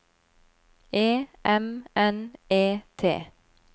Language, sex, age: Norwegian, female, 25